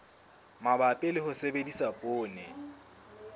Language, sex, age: Southern Sotho, male, 20